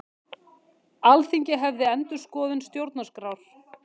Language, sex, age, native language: Icelandic, female, 50-59, Icelandic